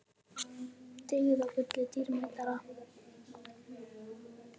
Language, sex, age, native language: Icelandic, female, 18-19, Icelandic